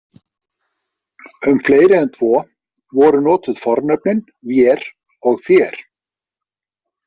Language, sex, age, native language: Icelandic, male, 50-59, Icelandic